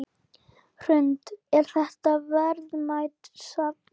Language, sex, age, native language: Icelandic, female, 10, Icelandic